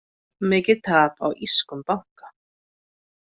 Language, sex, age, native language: Icelandic, female, 50-59, Icelandic